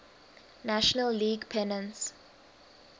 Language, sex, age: English, female, 19